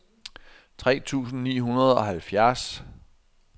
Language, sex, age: Danish, male, 60